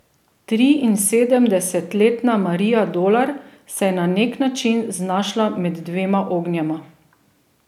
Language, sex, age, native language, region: Slovenian, female, 30-49, Slovenian, Drava region